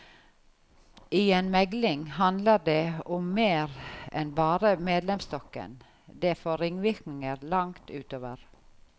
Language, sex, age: Norwegian, female, 51